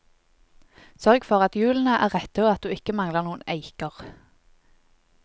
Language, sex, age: Norwegian, female, 20